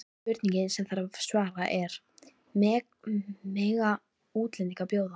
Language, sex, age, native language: Icelandic, female, 13, Icelandic